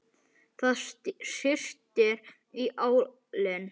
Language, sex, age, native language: Icelandic, male, 9, Icelandic